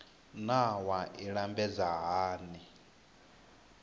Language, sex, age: Venda, male, 21